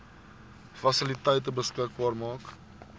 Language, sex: Afrikaans, male